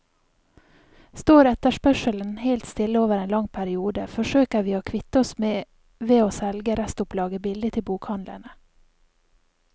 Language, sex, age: Norwegian, female, 28